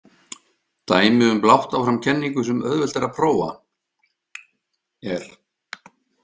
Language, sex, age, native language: Icelandic, male, 50-59, Icelandic